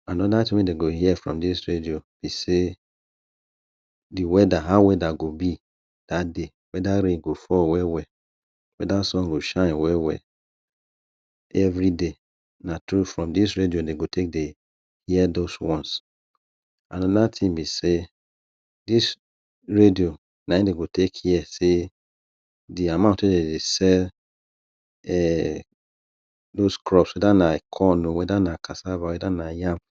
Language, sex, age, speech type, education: Nigerian Pidgin, male, 30-45, spontaneous, tertiary